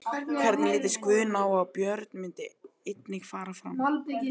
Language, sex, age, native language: Icelandic, male, 12, Icelandic